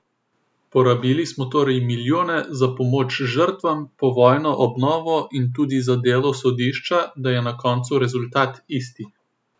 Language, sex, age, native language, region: Slovenian, male, 18-29, Slovenian, Southeast Slovenia